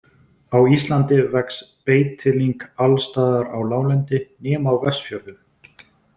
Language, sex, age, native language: Icelandic, male, 20-29, Icelandic